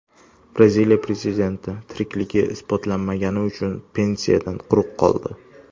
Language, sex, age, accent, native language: Uzbek, male, under 19, Toshkent shahri, Uzbek